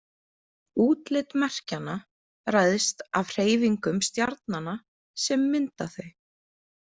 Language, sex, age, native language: Icelandic, female, 20-29, Icelandic